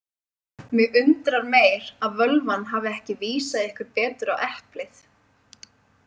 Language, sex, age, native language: Icelandic, female, 20-29, Icelandic